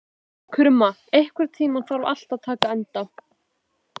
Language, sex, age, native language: Icelandic, female, 12, Icelandic